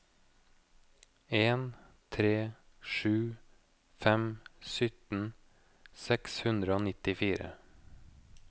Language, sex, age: Norwegian, male, 29